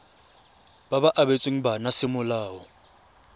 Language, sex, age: Tswana, male, 23